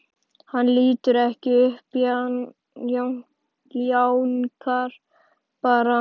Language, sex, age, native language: Icelandic, male, 11, Icelandic